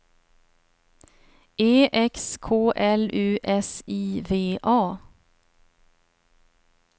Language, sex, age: Swedish, female, 30